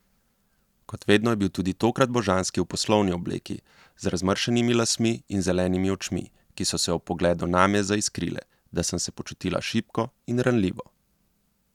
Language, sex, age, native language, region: Slovenian, male, 30-49, Slovenian, Central Slovenia